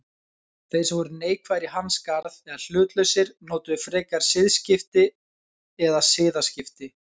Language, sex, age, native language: Icelandic, male, 20-29, Icelandic